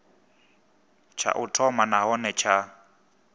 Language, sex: Venda, male